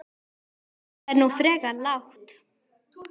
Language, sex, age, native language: Icelandic, male, 10, Icelandic